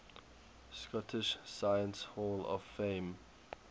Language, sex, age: English, male, 21